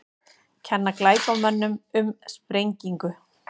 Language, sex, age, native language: Icelandic, female, 40-49, Icelandic